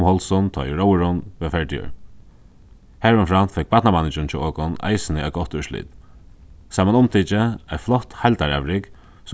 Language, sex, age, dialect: Faroese, male, 15-35, Suðuroy